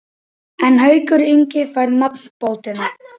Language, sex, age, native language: Icelandic, male, 18-19, Icelandic